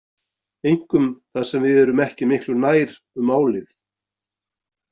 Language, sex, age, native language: Icelandic, male, 40-49, Icelandic